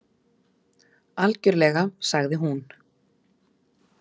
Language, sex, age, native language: Icelandic, female, 30-39, Icelandic